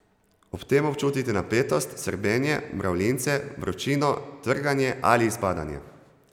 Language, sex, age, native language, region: Slovenian, male, 30-49, Slovenian, Zasavska region